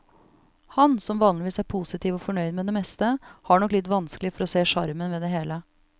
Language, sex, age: Norwegian, female, 34